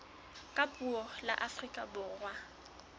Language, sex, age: Southern Sotho, female, 21